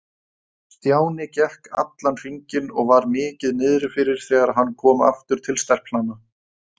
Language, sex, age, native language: Icelandic, male, 20-29, Icelandic